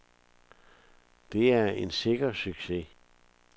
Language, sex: Danish, male